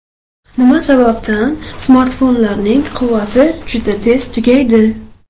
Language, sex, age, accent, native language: Uzbek, female, 25-34, Qashqadaryo, Uzbek